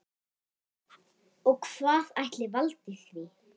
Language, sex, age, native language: Icelandic, female, 8, Icelandic